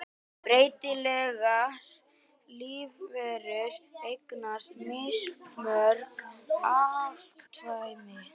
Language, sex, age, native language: Icelandic, female, 18-19, Icelandic